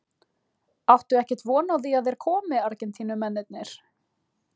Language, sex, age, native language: Icelandic, other, 20-29, Icelandic